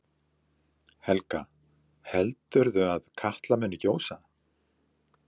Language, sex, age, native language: Icelandic, male, 70-79, Icelandic